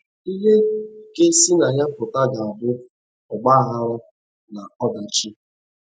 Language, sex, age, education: Igbo, male, 15-29, tertiary